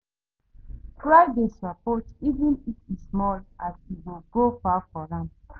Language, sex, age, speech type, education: Nigerian Pidgin, female, 30-45, read, tertiary